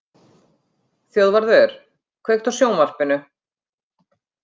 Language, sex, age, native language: Icelandic, female, 50-59, Icelandic